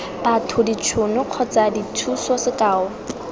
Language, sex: Tswana, female